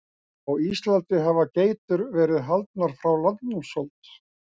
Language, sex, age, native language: Icelandic, male, 60-69, Icelandic